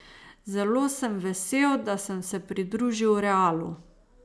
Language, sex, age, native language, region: Slovenian, female, 30-49, Slovenian, Savinja region